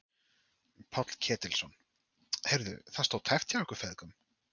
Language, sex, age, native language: Icelandic, male, 30-39, Icelandic